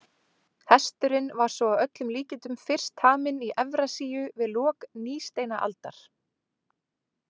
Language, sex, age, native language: Icelandic, female, 20-29, Icelandic